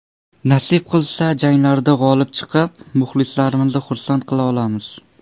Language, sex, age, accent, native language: Uzbek, male, under 19, Surxondaryo, Uzbek